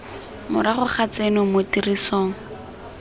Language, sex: Tswana, female